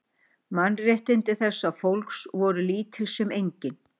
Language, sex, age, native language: Icelandic, female, 60-69, Icelandic